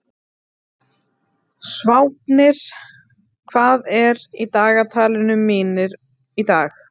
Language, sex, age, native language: Icelandic, female, 30-39, Icelandic